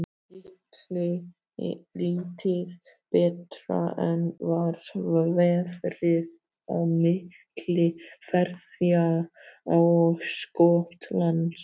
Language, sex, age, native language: Icelandic, male, 12, Icelandic